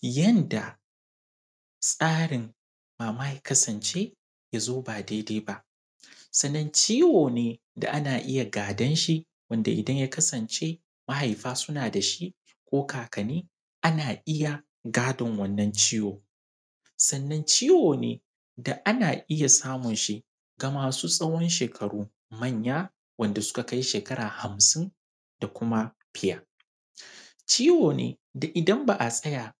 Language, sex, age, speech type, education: Hausa, male, 15-29, spontaneous, secondary